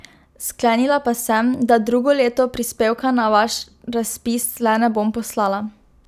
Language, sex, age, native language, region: Slovenian, female, 12-17, Slovenian, Drava region